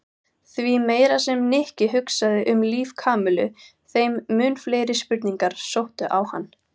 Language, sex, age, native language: Icelandic, female, 18-19, Icelandic